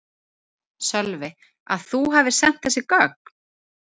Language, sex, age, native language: Icelandic, female, 30-39, Icelandic